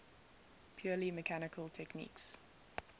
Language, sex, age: English, female, 19